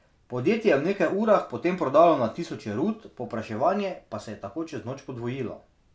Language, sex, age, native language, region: Slovenian, male, 30-49, Slovenian, Drava region